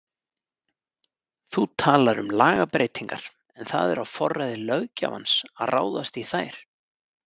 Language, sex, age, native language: Icelandic, male, 30-39, Icelandic